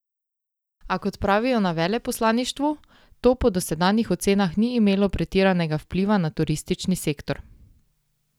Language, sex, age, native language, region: Slovenian, female, 18-29, Slovenian, Drava region